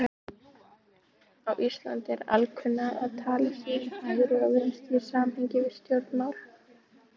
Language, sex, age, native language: Icelandic, female, 18-19, Icelandic